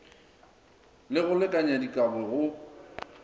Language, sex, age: Northern Sotho, male, 23